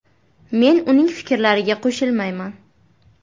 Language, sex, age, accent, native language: Uzbek, female, 18-24, Buxoro, Uzbek